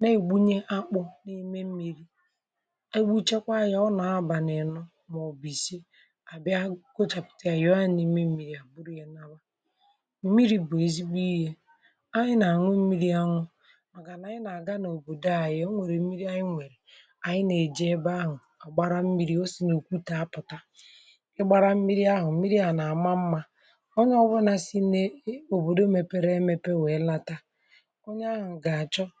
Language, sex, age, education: Igbo, male, 46-60, tertiary